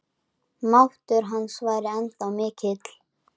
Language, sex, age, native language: Icelandic, male, 10, Icelandic